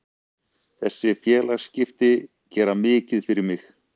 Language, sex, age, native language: Icelandic, male, 40-49, Icelandic